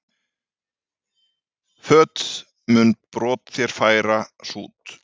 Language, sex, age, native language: Icelandic, male, 40-49, Icelandic